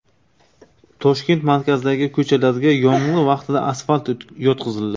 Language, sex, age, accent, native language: Uzbek, male, 25-34, Navoiy, Uzbek